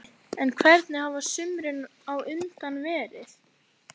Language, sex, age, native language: Icelandic, female, 11, Icelandic